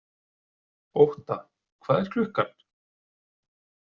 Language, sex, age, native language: Icelandic, male, 40-49, Icelandic